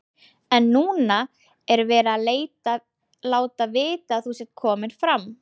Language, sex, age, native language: Icelandic, female, 20-29, Icelandic